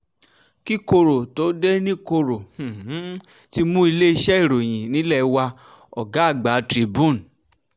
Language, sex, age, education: Yoruba, male, 15-29, tertiary